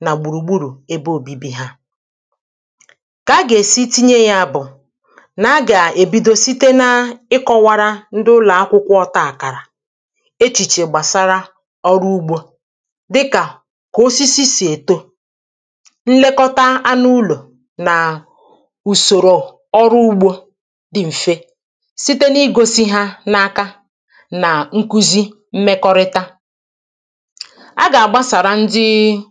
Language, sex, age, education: Igbo, female, 30-45, tertiary